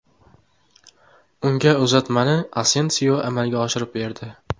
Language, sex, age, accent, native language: Uzbek, male, 18-24, Qoraqalpog'iston, Uzbek